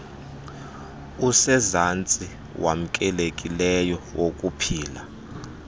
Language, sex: Xhosa, male